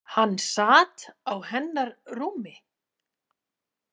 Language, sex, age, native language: Icelandic, female, 40-49, Icelandic